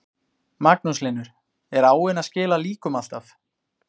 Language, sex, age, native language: Icelandic, male, 20-29, Icelandic